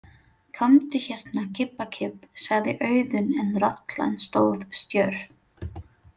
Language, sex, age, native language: Icelandic, female, 30-39, Filipino